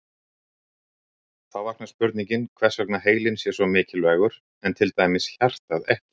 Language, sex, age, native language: Icelandic, male, 60-69, Icelandic